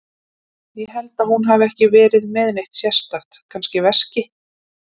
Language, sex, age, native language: Icelandic, female, 30-39, Icelandic